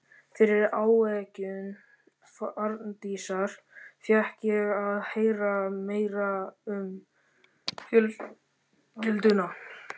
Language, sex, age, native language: Icelandic, male, 13, Icelandic